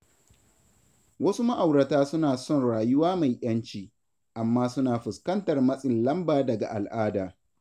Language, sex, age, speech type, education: Hausa, male, 15-29, read, tertiary